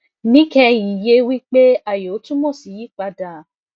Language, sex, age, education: Yoruba, female, 15-29, tertiary